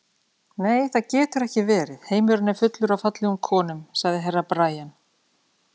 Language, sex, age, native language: Icelandic, female, 40-49, Icelandic